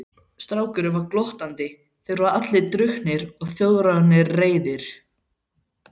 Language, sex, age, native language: Icelandic, male, 12, Icelandic